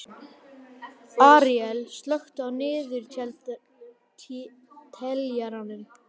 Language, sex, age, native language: Icelandic, male, 11, Icelandic